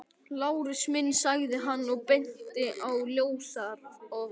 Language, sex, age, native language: Icelandic, male, 12, Icelandic